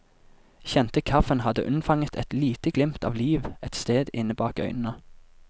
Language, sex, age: Norwegian, male, 24